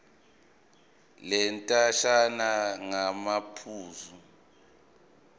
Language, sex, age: Zulu, male, 24